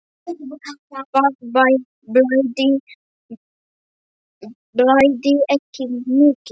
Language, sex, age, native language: Icelandic, male, 7, Polish